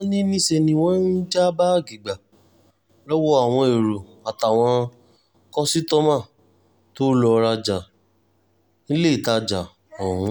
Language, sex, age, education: Yoruba, male, 15-29, tertiary